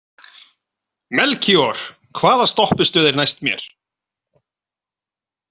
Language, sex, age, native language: Icelandic, male, 30-39, Icelandic